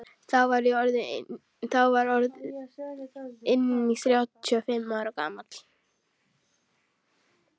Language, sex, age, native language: Icelandic, female, 12, Icelandic